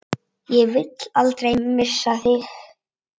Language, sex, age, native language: Icelandic, female, 8, Icelandic